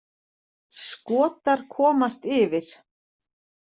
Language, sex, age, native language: Icelandic, female, 40-49, Icelandic